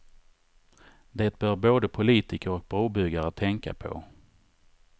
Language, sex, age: Swedish, male, 39